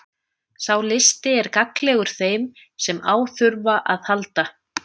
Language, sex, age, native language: Icelandic, female, 30-39, Icelandic